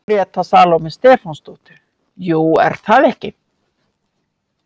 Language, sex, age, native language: Icelandic, female, 50-59, Icelandic